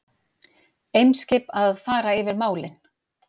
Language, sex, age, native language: Icelandic, female, 50-59, Icelandic